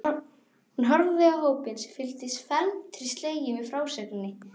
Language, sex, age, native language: Icelandic, female, 12, Icelandic